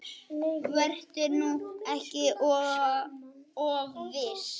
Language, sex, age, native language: Icelandic, male, 8, Icelandic